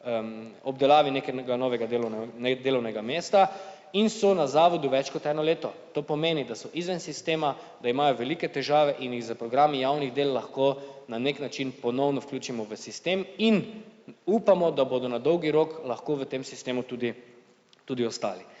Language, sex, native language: Slovenian, male, Slovenian